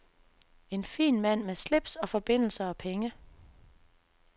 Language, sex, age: Danish, female, 24